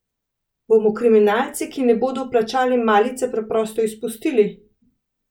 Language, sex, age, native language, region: Slovenian, female, 30-49, Slovenian, Central Slovenia